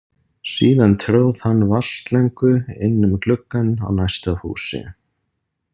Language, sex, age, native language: Icelandic, male, 30-39, Icelandic